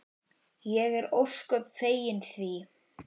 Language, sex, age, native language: Icelandic, male, 10, Icelandic